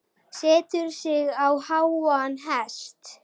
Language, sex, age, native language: Icelandic, female, 6, Icelandic